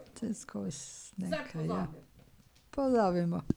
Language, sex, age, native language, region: Slovenian, female, 60+, Slovenian, Drava region